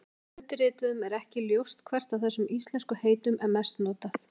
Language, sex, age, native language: Icelandic, female, 40-49, Icelandic